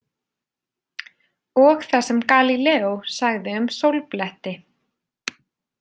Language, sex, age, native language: Icelandic, female, 30-39, Icelandic